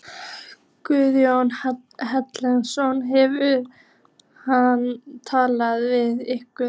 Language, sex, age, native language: Icelandic, female, 15, Icelandic